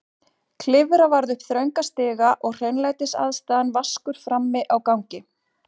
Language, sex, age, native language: Icelandic, female, 40-49, Icelandic